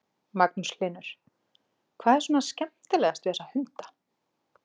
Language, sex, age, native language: Icelandic, female, 40-49, Icelandic